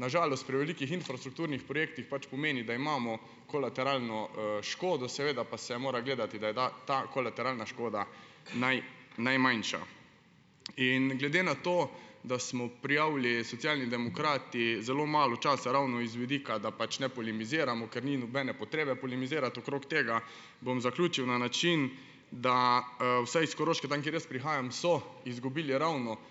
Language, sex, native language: Slovenian, male, Slovenian